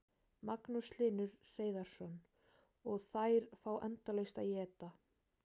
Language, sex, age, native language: Icelandic, female, 18-19, Icelandic